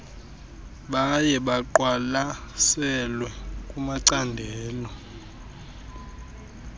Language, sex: Xhosa, male